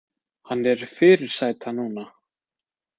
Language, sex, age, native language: Icelandic, male, 20-29, Icelandic